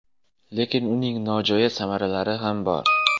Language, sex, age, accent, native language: Uzbek, male, 18-24, Jizzax, Uzbek